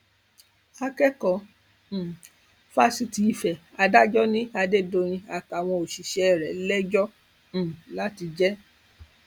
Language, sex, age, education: Yoruba, female, 46-60, tertiary